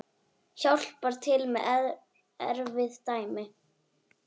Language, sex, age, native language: Icelandic, female, 9, Icelandic